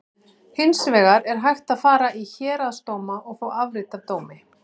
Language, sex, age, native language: Icelandic, female, 40-49, Icelandic